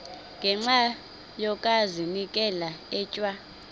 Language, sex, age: Xhosa, female, 26